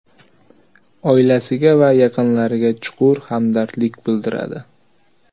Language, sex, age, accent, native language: Uzbek, male, 18-24, Toshkent viloyati, Uzbek